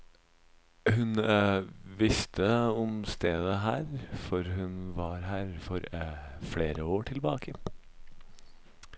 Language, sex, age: Norwegian, male, 26